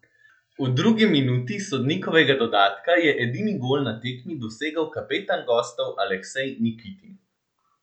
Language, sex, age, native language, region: Slovenian, male, 18-29, Slovenian, Central Slovenia